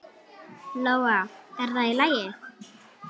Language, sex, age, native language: Icelandic, female, 8, Icelandic